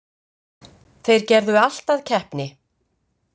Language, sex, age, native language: Icelandic, female, 50-59, Icelandic